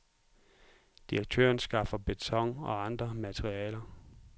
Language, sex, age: Danish, male, 44